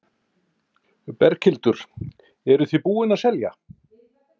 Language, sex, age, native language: Icelandic, male, 50-59, Icelandic